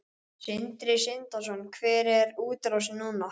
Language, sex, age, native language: Icelandic, male, 12, Icelandic